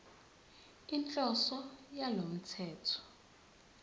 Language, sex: Zulu, female